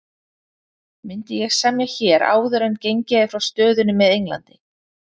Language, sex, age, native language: Icelandic, female, 30-39, Icelandic